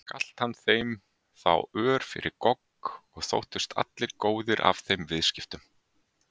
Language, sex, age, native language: Icelandic, male, 30-39, Icelandic